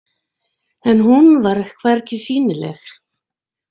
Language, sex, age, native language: Icelandic, female, 60-69, Icelandic